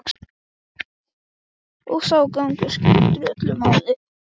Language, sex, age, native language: Icelandic, male, 12, Icelandic